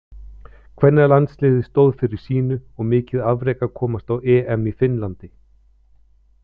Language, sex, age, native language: Icelandic, male, 50-59, Icelandic